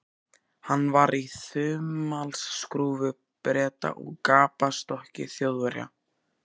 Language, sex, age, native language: Icelandic, male, 14, Icelandic